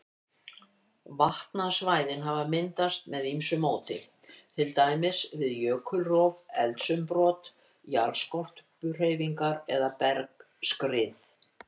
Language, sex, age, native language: Icelandic, female, 70-79, Icelandic